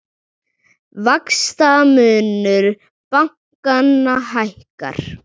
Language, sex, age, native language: Icelandic, male, 40-49, Icelandic